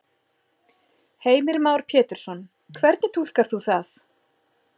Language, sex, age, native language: Icelandic, female, 40-49, Icelandic